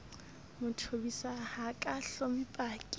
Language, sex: Southern Sotho, female